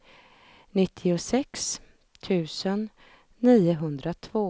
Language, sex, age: Swedish, female, 32